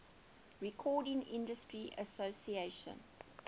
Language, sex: English, female